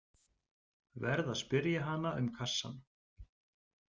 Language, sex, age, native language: Icelandic, male, 40-49, Icelandic